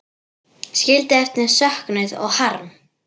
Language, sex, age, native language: Icelandic, female, 10, Icelandic